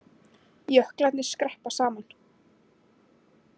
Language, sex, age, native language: Icelandic, female, 20-29, Icelandic